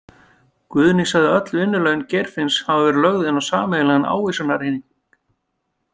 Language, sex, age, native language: Icelandic, male, 50-59, Icelandic